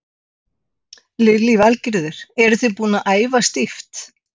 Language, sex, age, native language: Icelandic, female, 60-69, Icelandic